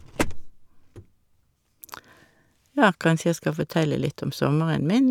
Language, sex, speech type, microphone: Norwegian, female, spontaneous, Shure